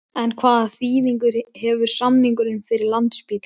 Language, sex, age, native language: Icelandic, male, 12, Icelandic